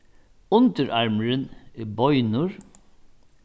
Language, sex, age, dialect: Faroese, male, 61+, Norðurstreymoy/Eysturoy